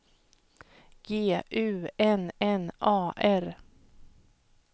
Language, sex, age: Swedish, female, 31